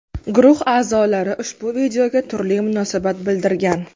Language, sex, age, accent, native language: Uzbek, female, 19-29, Qashqadaryo, Uzbek